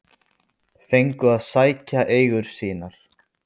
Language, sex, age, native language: Icelandic, male, 20-29, Icelandic